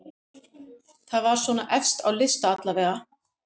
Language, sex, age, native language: Icelandic, female, 50-59, Icelandic